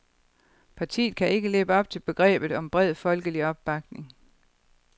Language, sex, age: Danish, female, 52